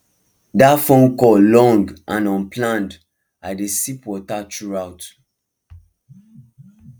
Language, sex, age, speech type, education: Nigerian Pidgin, male, 15-29, spontaneous, tertiary